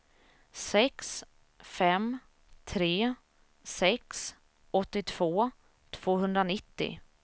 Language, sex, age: Swedish, female, 27